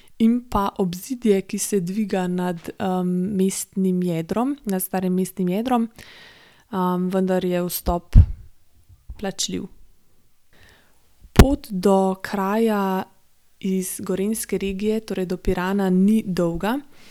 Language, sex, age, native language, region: Slovenian, female, 18-29, Slovenian, Gorenjska region